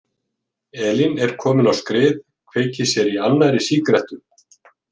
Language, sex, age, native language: Icelandic, male, 50-59, Icelandic